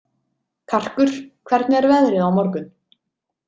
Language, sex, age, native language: Icelandic, female, 30-39, Icelandic